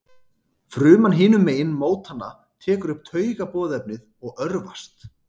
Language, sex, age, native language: Icelandic, male, 30-39, Icelandic